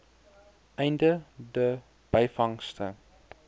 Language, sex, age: Afrikaans, male, 23